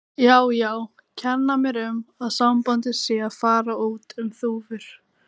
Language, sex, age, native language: Icelandic, female, 18-19, Icelandic